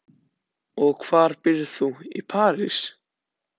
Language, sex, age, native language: Icelandic, other, 14, Icelandic